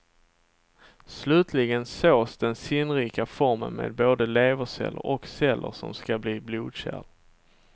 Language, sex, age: Swedish, male, 27